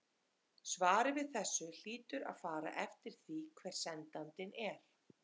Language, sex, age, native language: Icelandic, female, 30-39, Icelandic